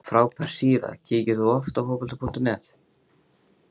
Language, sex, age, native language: Icelandic, male, 18-19, Icelandic